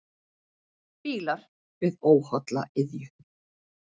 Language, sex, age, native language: Icelandic, female, 40-49, Icelandic